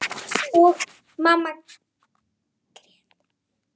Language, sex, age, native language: Icelandic, female, 10, Icelandic